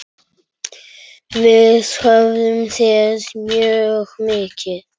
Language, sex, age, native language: Icelandic, male, 9, Icelandic